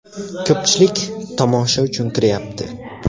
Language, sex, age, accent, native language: Uzbek, male, 18-24, Farg'ona, Uzbek